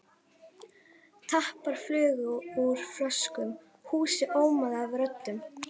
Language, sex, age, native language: Icelandic, female, 11, Icelandic